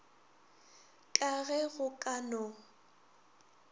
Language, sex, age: Northern Sotho, female, 21